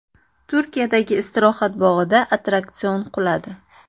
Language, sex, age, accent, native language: Uzbek, female, 25-34, Andijon, Uzbek